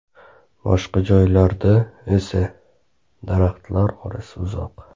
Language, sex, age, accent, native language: Uzbek, male, 25-34, Namangan, Uzbek